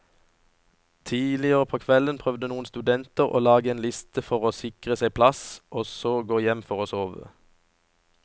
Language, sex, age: Norwegian, male, 37